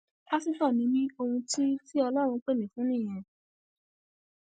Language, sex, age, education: Yoruba, female, 15-29, tertiary